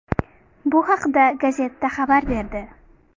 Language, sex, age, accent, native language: Uzbek, female, 19-29, Farg'ona, Uzbek